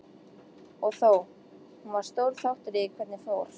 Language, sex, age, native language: Icelandic, female, 13, Icelandic